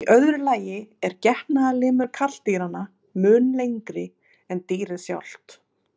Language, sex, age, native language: Icelandic, female, 30-39, Icelandic